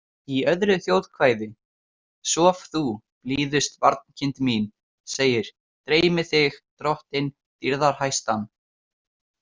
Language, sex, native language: Icelandic, male, Icelandic